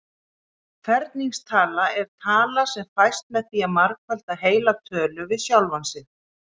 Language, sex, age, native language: Icelandic, female, 40-49, Icelandic